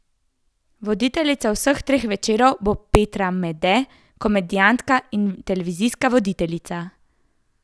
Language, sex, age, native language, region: Slovenian, female, 18-29, Slovenian, Central Slovenia